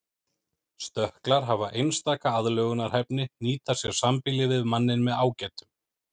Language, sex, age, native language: Icelandic, male, 30-39, Icelandic